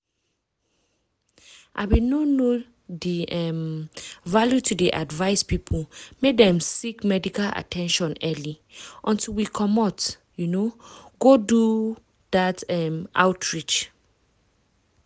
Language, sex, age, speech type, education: Nigerian Pidgin, female, 15-29, spontaneous, tertiary